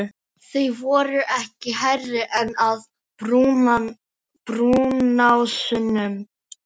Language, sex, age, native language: Icelandic, female, 15, Filipino